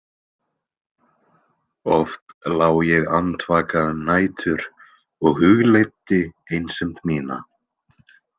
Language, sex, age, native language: Icelandic, male, 20-29, Icelandic